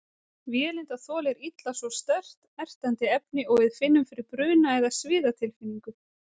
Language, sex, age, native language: Icelandic, female, 30-39, Icelandic